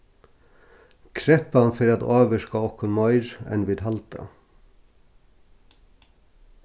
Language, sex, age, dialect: Faroese, male, 61+, Norðurstreymoy/Eysturoy